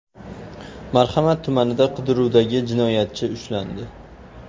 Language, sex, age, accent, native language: Uzbek, male, 25-34, Farg'ona, Uzbek